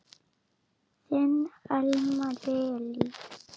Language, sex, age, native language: Icelandic, female, 7, Icelandic